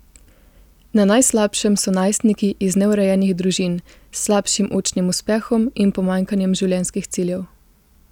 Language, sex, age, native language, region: Slovenian, female, 18-29, Slovenian, Gorica region